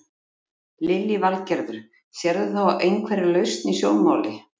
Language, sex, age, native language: Icelandic, female, 50-59, Icelandic